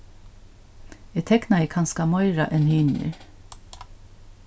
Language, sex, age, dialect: Faroese, female, 61+, Norðurstreymoy/Eysturoy